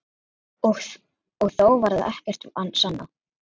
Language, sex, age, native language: Icelandic, female, 9, Icelandic